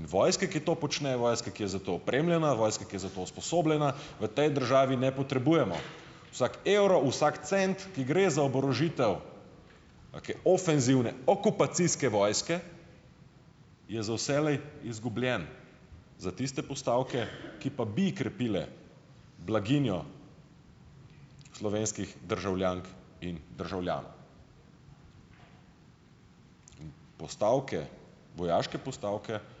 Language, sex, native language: Slovenian, male, Slovenian